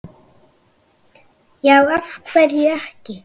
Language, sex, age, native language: Icelandic, female, 9, Icelandic